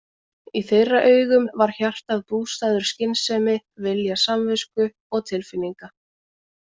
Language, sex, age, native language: Icelandic, female, 20-29, Icelandic